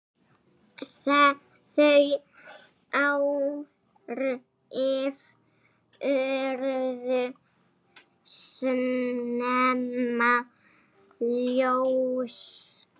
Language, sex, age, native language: Icelandic, female, 7, Icelandic